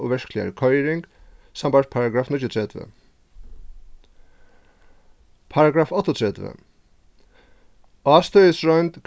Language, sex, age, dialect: Faroese, male, 36-60, Suðurstreymoy